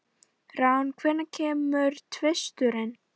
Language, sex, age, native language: Icelandic, female, 12, Icelandic